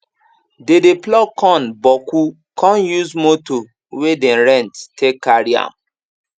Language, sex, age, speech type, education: Nigerian Pidgin, male, 15-29, spontaneous, tertiary